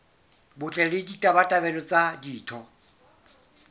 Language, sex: Southern Sotho, male